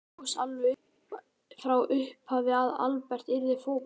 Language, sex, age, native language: Icelandic, male, 12, Icelandic